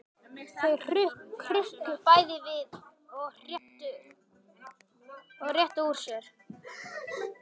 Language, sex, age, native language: Icelandic, male, 12, Icelandic